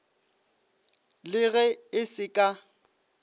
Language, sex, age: Northern Sotho, male, 25